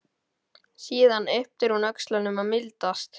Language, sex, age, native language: Icelandic, male, 12, Icelandic